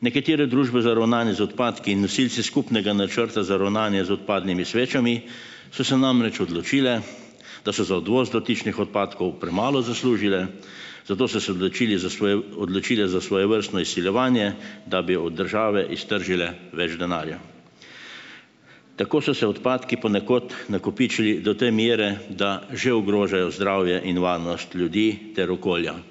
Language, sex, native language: Slovenian, male, Slovenian